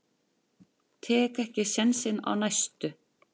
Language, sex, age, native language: Icelandic, male, 10, Icelandic